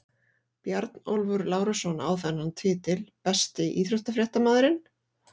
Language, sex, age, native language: Icelandic, female, 40-49, Icelandic